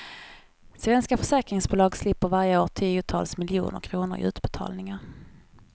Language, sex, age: Swedish, female, 21